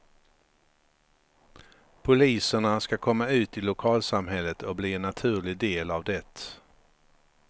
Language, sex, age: Swedish, male, 53